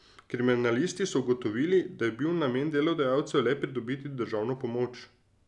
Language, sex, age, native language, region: Slovenian, male, 30-49, Slovenian, Drava region